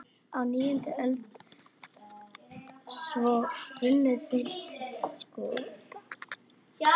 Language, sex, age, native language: Icelandic, female, 40-49, Icelandic